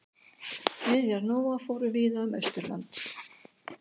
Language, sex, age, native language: Icelandic, female, 60-69, Icelandic